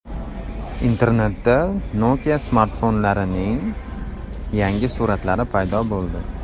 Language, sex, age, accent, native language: Uzbek, male, 25-34, Toshkent shahri, Uzbek